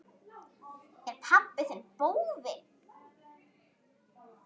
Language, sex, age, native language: Icelandic, female, 10, Icelandic